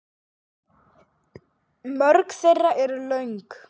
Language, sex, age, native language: Icelandic, male, 8, Icelandic